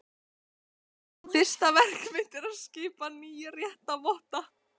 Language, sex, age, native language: Icelandic, female, 14, Icelandic